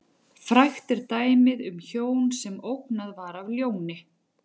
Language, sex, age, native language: Icelandic, female, 40-49, Icelandic